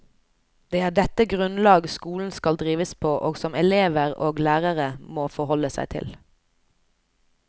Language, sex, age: Norwegian, female, 29